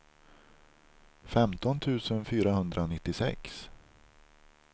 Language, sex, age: Swedish, male, 43